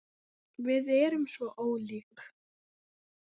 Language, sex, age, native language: Icelandic, female, 9, Icelandic